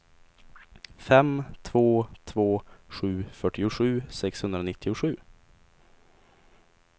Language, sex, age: Swedish, male, 20